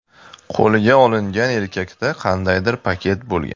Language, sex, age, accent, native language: Uzbek, male, 35+, Farg'ona, Uzbek